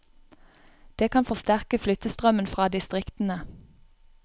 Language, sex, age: Norwegian, female, 31